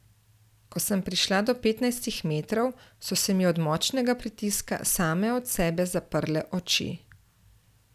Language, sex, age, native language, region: Slovenian, female, 30-49, Slovenian, Central Slovenia